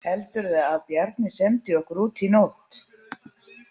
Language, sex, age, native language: Icelandic, female, 40-49, Icelandic